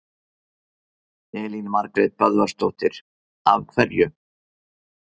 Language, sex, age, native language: Icelandic, male, 50-59, Icelandic